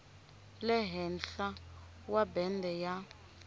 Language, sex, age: Tsonga, female, 25